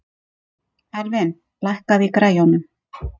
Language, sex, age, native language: Icelandic, female, 50-59, Icelandic